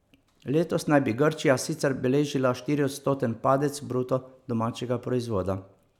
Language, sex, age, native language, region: Slovenian, male, 50-59, Slovenian, Savinja region